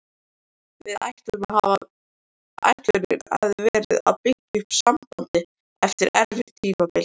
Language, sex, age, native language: Icelandic, male, 13, Icelandic